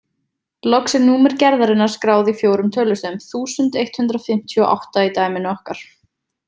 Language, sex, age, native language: Icelandic, female, 20-29, Icelandic